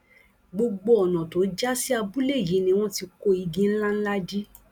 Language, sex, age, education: Yoruba, female, 46-60, tertiary